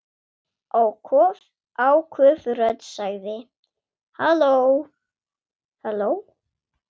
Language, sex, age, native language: Icelandic, female, 7, Swedish